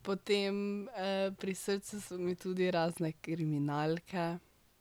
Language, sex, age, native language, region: Slovenian, female, 12-17, Slovenian, Drava region